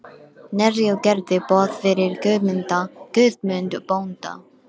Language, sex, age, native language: Icelandic, female, 12, Icelandic